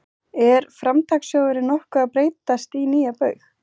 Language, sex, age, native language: Icelandic, female, 20-29, Icelandic